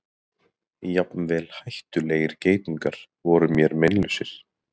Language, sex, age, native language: Icelandic, male, 30-39, Icelandic